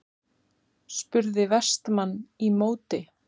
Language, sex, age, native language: Icelandic, female, 30-39, Icelandic